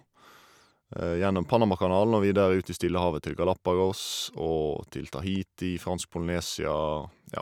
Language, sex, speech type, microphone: Norwegian, male, spontaneous, Shure